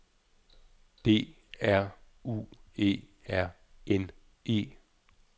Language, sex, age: Danish, male, 46